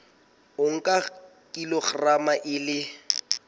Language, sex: Southern Sotho, male